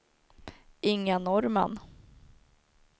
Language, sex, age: Swedish, female, 19